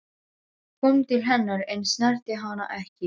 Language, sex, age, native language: Icelandic, female, 12, Serbo-Croatian